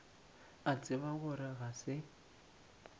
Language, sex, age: Northern Sotho, male, 18